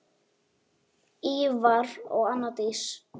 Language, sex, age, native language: Icelandic, female, 9, Icelandic